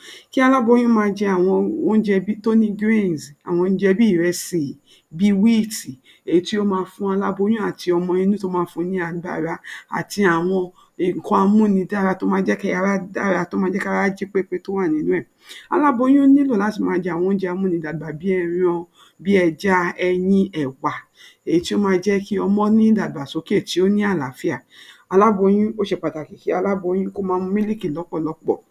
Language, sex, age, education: Yoruba, female, 60+, tertiary